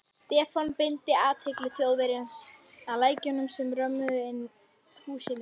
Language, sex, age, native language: Icelandic, female, 11, Icelandic